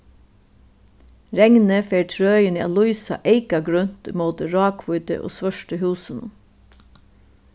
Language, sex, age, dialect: Faroese, female, 36-60, Suðuroy